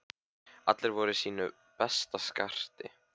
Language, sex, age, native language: Icelandic, male, 15, Icelandic